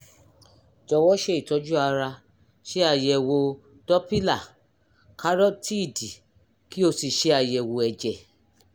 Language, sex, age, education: Yoruba, female, 46-60, tertiary